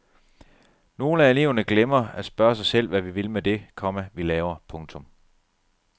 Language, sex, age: Danish, male, 37